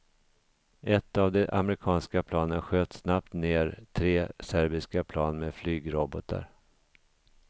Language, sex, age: Swedish, male, 50